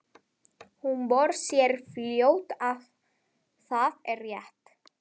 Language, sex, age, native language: Icelandic, female, 11, Spanish